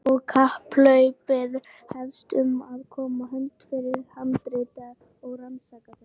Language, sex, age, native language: Icelandic, female, 18-19, Icelandic